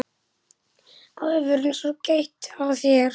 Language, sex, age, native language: Icelandic, male, 10, Icelandic